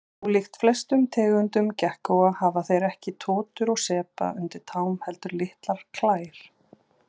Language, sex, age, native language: Icelandic, female, 40-49, Icelandic